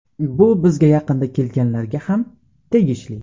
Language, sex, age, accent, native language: Uzbek, male, 18-24, Qashqadaryo, Uzbek